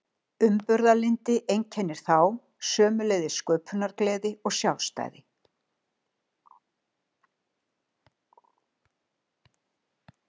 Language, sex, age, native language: Icelandic, female, 60-69, Icelandic